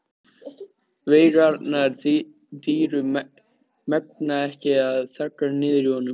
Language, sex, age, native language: Icelandic, male, 13, Icelandic